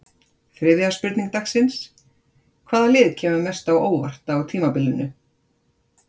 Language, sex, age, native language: Icelandic, female, 50-59, Icelandic